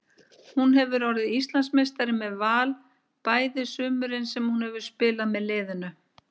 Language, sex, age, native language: Icelandic, female, 50-59, Icelandic